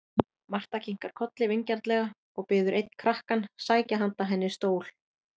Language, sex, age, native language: Icelandic, female, 30-39, Icelandic